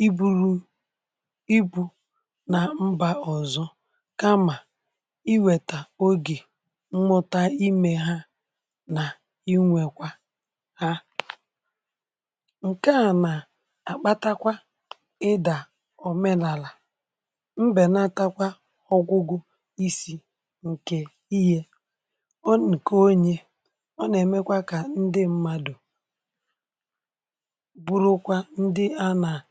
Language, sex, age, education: Igbo, male, 30-45, tertiary